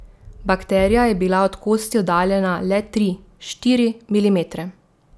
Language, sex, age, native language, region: Slovenian, female, 18-29, Slovenian, Drava region